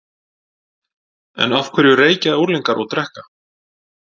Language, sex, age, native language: Icelandic, male, 40-49, Icelandic